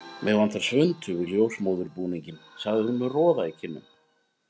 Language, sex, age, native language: Icelandic, male, 50-59, Icelandic